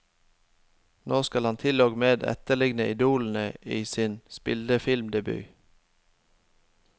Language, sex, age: Norwegian, male, 25